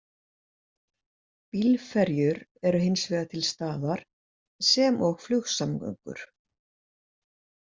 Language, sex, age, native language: Icelandic, female, 60-69, Icelandic